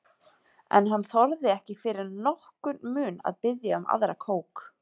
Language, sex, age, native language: Icelandic, female, 30-39, Icelandic